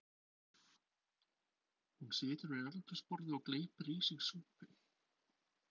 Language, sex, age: Icelandic, male, 20-29